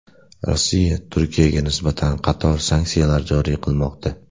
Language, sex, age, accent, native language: Uzbek, male, 18-24, Namangan, Uzbek